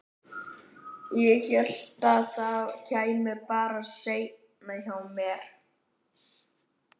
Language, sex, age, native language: Icelandic, male, 11, Icelandic